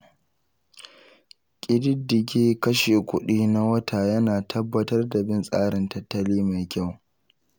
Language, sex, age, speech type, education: Hausa, male, 15-29, read, tertiary